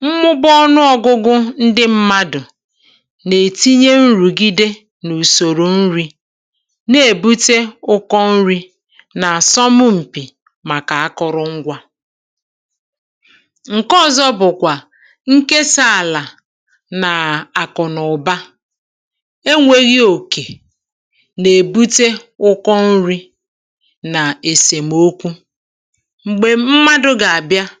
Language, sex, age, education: Igbo, female, 30-45, tertiary